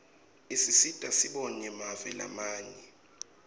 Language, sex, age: Swati, male, 21